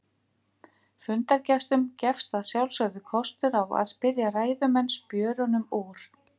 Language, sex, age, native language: Icelandic, female, 50-59, Icelandic